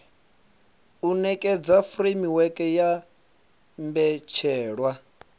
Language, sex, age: Venda, male, 25